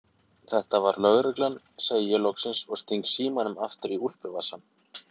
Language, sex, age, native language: Icelandic, male, 30-39, Icelandic